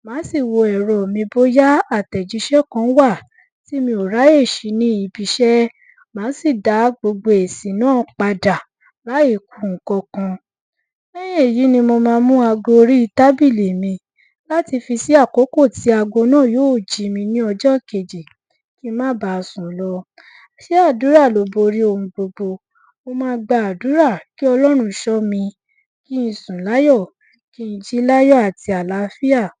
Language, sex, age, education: Yoruba, female, 15-29, tertiary